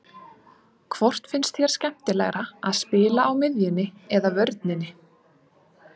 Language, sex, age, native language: Icelandic, female, 20-29, Icelandic